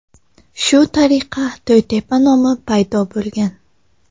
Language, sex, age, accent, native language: Uzbek, female, under 19, Samarqand, Tajik